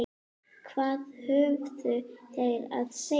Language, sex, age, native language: Icelandic, female, 9, Icelandic